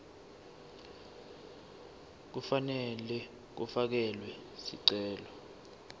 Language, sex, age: Swati, male, 19